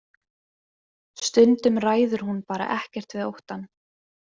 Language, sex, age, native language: Icelandic, female, 20-29, Icelandic